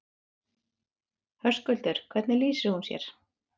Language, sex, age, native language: Icelandic, female, 30-39, Icelandic